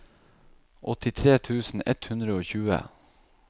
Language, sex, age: Norwegian, male, 37